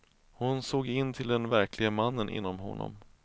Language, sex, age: Swedish, male, 31